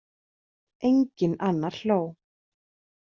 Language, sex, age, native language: Icelandic, female, 30-39, Icelandic